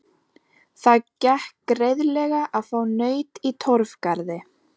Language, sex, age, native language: Icelandic, female, 11, Icelandic